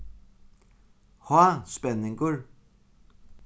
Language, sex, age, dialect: Faroese, male, 36-60, Sandoy